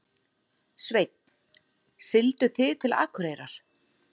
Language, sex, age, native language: Icelandic, female, 40-49, Icelandic